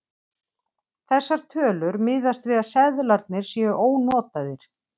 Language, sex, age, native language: Icelandic, female, 50-59, Icelandic